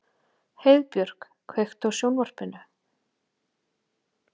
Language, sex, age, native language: Icelandic, female, 40-49, Icelandic